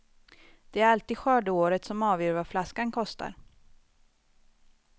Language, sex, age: Swedish, female, 25